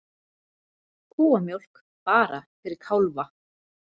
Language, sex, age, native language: Icelandic, female, 40-49, Icelandic